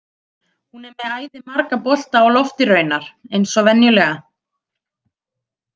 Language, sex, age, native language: Icelandic, female, 30-39, Icelandic